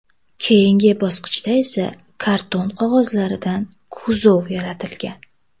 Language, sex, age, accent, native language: Uzbek, female, 18-24, Toshkent viloyati, Uzbek